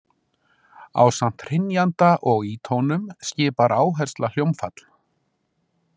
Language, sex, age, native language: Icelandic, male, 60-69, Icelandic